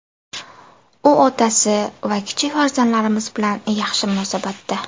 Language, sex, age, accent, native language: Uzbek, female, 19-29, Buxoro, Uzbek